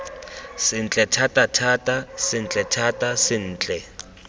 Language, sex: Tswana, male